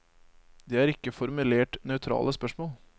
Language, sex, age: Norwegian, male, 25